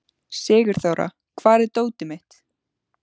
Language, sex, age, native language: Icelandic, female, 14, Icelandic